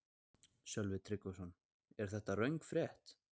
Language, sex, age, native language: Icelandic, male, 20-29, Icelandic